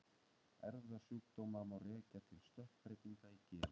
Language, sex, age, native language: Icelandic, male, 30-39, Icelandic